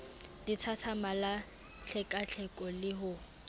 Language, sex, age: Southern Sotho, female, 18